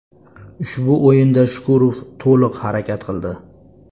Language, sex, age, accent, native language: Uzbek, male, 25-34, Andijon, Uzbek